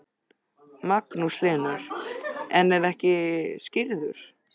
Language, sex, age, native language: Icelandic, male, 13, Icelandic